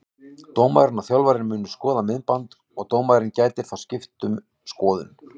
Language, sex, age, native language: Icelandic, male, 18-19, Icelandic